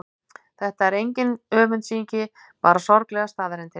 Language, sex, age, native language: Icelandic, female, 50-59, Icelandic